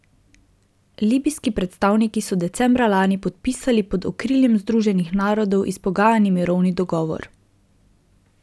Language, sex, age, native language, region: Slovenian, female, 18-29, Slovenian, Drava region